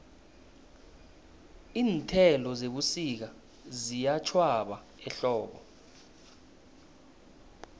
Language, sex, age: South Ndebele, male, 19